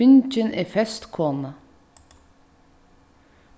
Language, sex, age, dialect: Faroese, female, 15-35, Vágar